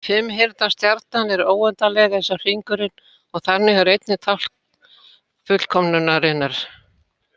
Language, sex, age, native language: Icelandic, female, 80-89, Icelandic